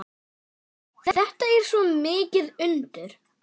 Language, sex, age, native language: Icelandic, female, 10, Icelandic